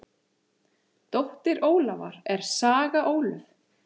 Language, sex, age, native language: Icelandic, male, 8, Icelandic